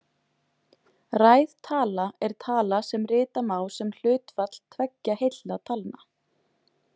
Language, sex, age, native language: Icelandic, female, 20-29, Icelandic